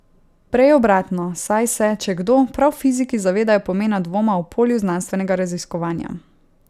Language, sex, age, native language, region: Slovenian, female, 18-29, Slovenian, Savinja region